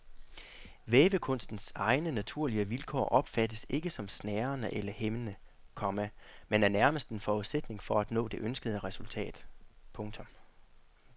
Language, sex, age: Danish, male, 40